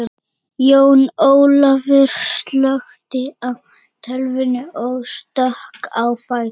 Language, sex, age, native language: Icelandic, male, 30-39, Icelandic